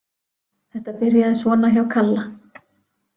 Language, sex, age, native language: Icelandic, female, 40-49, Icelandic